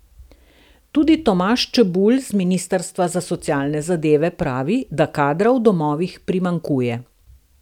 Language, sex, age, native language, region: Slovenian, female, 60+, Slovenian, Southeast Slovenia